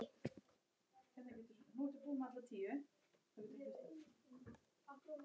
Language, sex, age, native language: Icelandic, male, 8, Icelandic